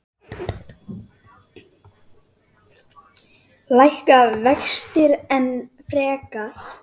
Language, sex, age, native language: Icelandic, female, 10, Icelandic